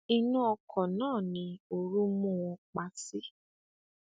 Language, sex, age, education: Yoruba, female, 15-29, tertiary